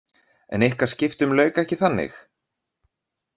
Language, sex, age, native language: Icelandic, male, 30-39, Icelandic